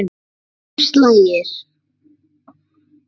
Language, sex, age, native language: Icelandic, female, 9, Icelandic